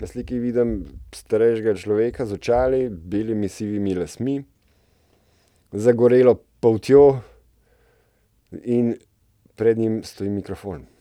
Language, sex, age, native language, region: Slovenian, male, 30-49, Slovenian, Central Slovenia